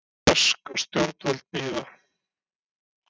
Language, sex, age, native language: Icelandic, male, 60-69, Icelandic